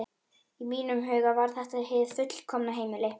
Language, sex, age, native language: Icelandic, female, 11, Icelandic